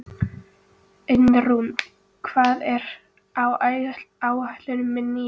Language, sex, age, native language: Icelandic, female, 13, Icelandic